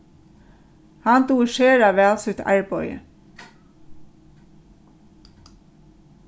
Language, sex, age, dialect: Faroese, female, 36-60, Norðurstreymoy/Eysturoy